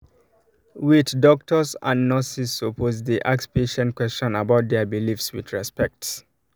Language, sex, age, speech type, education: Nigerian Pidgin, male, 30-45, spontaneous, tertiary